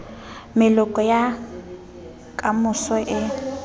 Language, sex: Southern Sotho, female